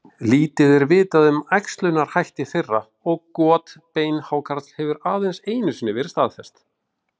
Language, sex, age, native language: Icelandic, male, 40-49, Icelandic